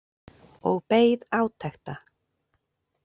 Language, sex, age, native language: Icelandic, female, 40-49, Icelandic